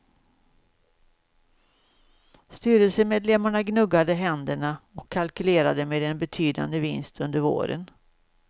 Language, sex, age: Swedish, female, 56